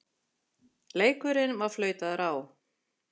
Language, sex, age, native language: Icelandic, female, 40-49, Icelandic